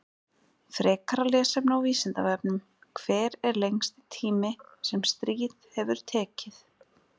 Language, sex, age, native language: Icelandic, female, 20-29, Icelandic